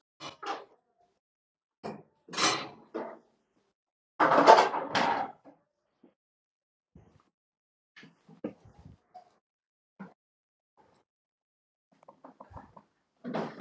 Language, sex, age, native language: Icelandic, female, 18-19, Icelandic